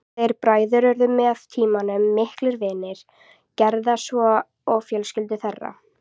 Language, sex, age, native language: Icelandic, female, 40-49, Icelandic